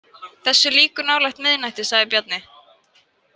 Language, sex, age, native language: Icelandic, female, 20-29, Icelandic